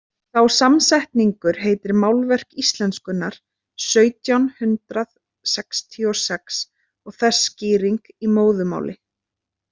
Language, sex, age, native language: Icelandic, female, 30-39, Icelandic